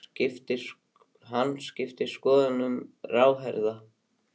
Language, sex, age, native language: Icelandic, male, 18-19, Icelandic